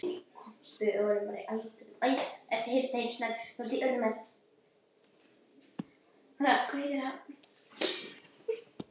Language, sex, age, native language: Icelandic, other, 18-19, Icelandic